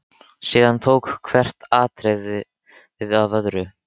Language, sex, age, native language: Icelandic, male, 13, Icelandic